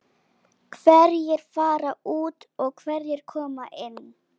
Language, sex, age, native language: Icelandic, female, 11, Icelandic